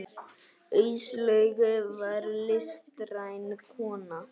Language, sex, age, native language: Icelandic, male, 8, Icelandic